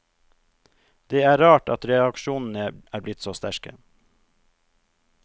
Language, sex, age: Norwegian, male, 42